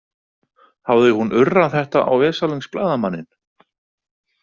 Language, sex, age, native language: Icelandic, male, 40-49, Icelandic